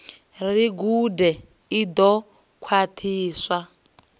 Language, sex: Venda, female